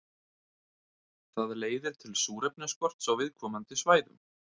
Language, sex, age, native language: Icelandic, male, 30-39, Icelandic